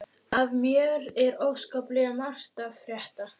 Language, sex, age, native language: Icelandic, female, 12, Icelandic